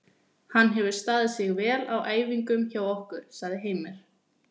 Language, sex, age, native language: Icelandic, female, 20-29, Icelandic